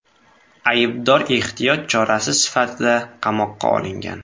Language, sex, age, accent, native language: Uzbek, male, 18-24, Samarqand, Uzbek